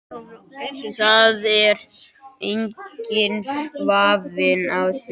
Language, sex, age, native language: Icelandic, male, 18-19, Icelandic